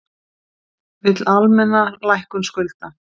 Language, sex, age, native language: Icelandic, female, 50-59, Icelandic